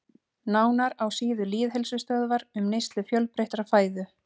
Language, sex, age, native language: Icelandic, female, 30-39, Icelandic